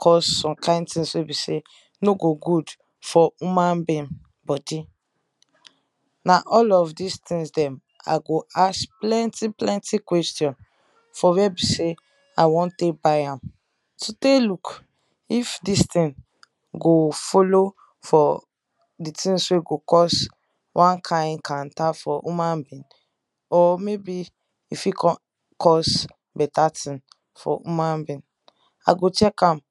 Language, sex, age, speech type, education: Nigerian Pidgin, female, 15-29, spontaneous, tertiary